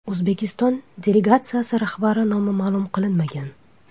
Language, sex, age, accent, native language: Uzbek, female, 25-34, Toshkent shahri, Uzbek